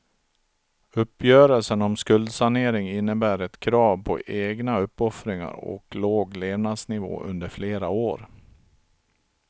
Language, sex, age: Swedish, male, 42